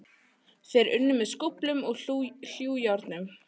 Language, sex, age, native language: Icelandic, female, 18-19, Icelandic